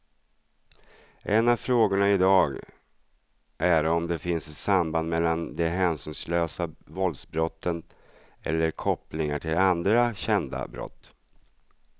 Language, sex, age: Swedish, male, 42